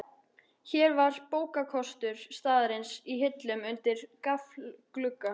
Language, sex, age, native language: Icelandic, female, 13, Icelandic